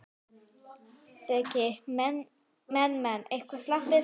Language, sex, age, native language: Icelandic, male, 9, Icelandic